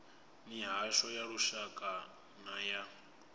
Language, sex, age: Venda, male, 24